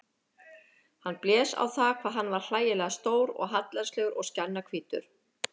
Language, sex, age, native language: Icelandic, female, 50-59, Icelandic